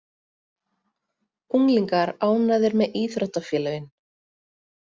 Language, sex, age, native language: Icelandic, female, 30-39, Icelandic